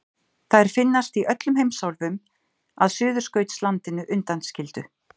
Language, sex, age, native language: Icelandic, female, 50-59, Icelandic